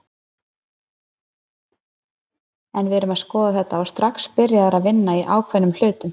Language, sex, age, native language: Icelandic, female, 30-39, Icelandic